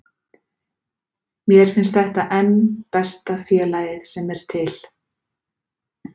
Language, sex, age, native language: Icelandic, female, 40-49, Icelandic